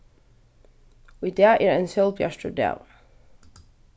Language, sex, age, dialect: Faroese, female, 15-35, Vágar